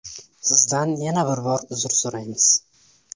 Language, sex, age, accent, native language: Uzbek, male, 18-24, Samarqand, Uzbek